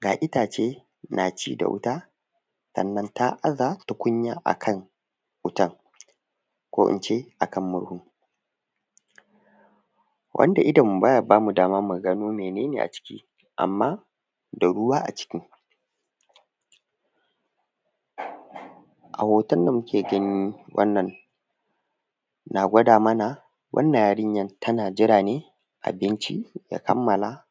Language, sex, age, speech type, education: Hausa, male, 15-29, spontaneous, tertiary